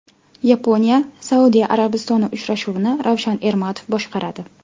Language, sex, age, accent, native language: Uzbek, female, 18-24, Farg'ona, Uzbek